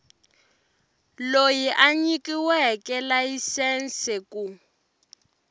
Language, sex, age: Tsonga, female, 18